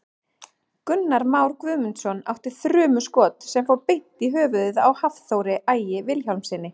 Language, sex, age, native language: Icelandic, female, 30-39, Icelandic